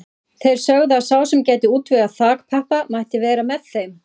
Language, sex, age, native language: Icelandic, female, 40-49, Icelandic